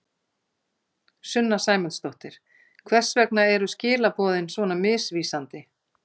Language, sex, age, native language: Icelandic, female, 50-59, Icelandic